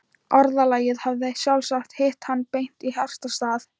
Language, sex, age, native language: Icelandic, female, 13, Thai